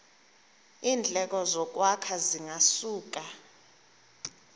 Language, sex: Xhosa, female